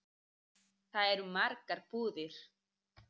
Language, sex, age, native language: Icelandic, female, 30-39, Icelandic